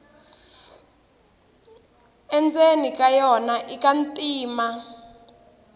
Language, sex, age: Tsonga, female, 18